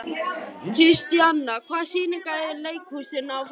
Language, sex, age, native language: Icelandic, male, 11, Icelandic